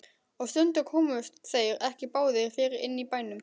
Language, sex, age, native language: Icelandic, male, 12, Icelandic